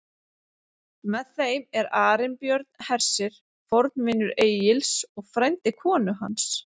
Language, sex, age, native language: Icelandic, female, 30-39, Icelandic